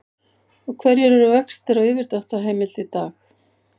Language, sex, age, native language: Icelandic, female, 50-59, Icelandic